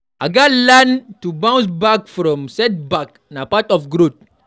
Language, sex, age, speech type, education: Nigerian Pidgin, male, 46-60, read, primary